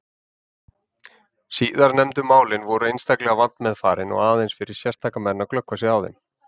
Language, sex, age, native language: Icelandic, male, 30-39, Icelandic